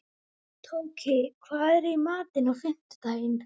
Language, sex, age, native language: Icelandic, female, 18-19, Icelandic